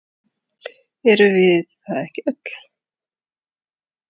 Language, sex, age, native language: Icelandic, male, 8, Icelandic